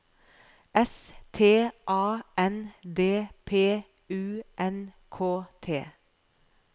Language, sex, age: Norwegian, female, 41